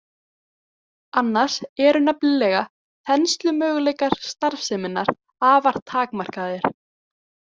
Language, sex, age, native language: Icelandic, female, 18-19, Icelandic